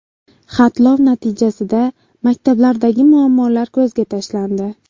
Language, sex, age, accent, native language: Uzbek, female, 18-24, Buxoro, Uzbek